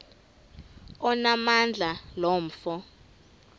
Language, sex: Xhosa, female